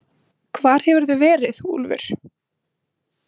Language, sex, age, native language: Icelandic, female, 20-29, Icelandic